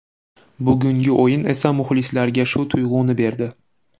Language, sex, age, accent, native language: Uzbek, male, 18-24, Namangan, Uzbek